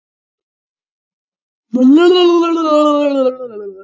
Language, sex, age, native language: Icelandic, male, 11, Icelandic